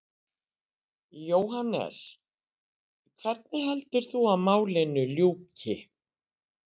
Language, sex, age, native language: Icelandic, female, 60-69, Icelandic